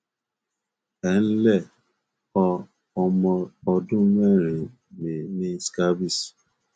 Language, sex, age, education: Yoruba, male, 30-45, tertiary